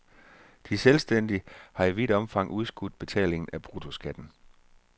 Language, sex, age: Danish, male, 34